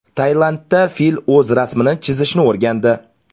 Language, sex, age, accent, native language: Uzbek, male, 25-34, Namangan, Uzbek